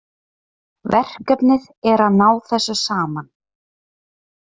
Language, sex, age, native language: Icelandic, female, 30-39, Icelandic